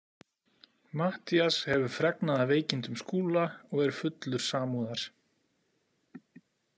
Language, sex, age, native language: Icelandic, male, 40-49, Icelandic